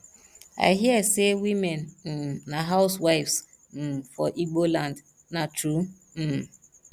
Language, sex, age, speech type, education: Nigerian Pidgin, female, 30-45, spontaneous, tertiary